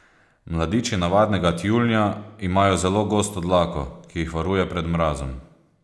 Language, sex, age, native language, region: Slovenian, male, 30-49, Slovenian, Posavska region